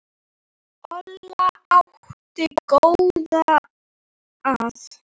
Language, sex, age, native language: Icelandic, female, 9, Icelandic